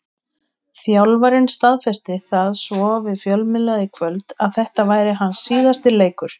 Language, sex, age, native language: Icelandic, female, 20-29, Icelandic